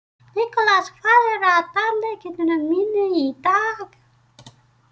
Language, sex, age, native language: Icelandic, female, 30-39, Icelandic